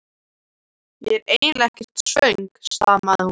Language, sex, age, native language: Icelandic, male, 13, Icelandic